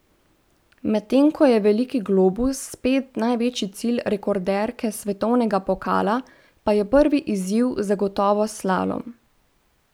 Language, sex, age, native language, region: Slovenian, female, 18-29, Slovenian, Central Slovenia